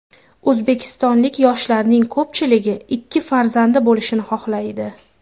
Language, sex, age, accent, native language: Uzbek, female, 25-34, Farg'ona, Uzbek